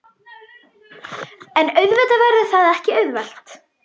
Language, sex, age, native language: Icelandic, female, 21, Icelandic